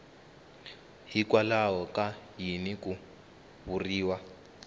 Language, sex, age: Tsonga, male, 19